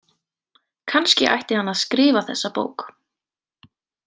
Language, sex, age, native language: Icelandic, female, 18-19, Icelandic